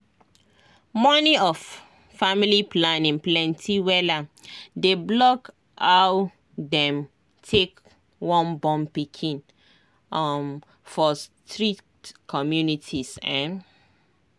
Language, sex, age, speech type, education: Nigerian Pidgin, female, 30-45, spontaneous, tertiary